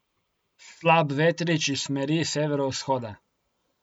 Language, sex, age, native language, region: Slovenian, male, 18-29, Slovenian, Coastal Karst region